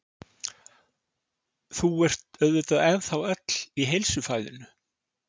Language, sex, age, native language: Icelandic, male, 60-69, Icelandic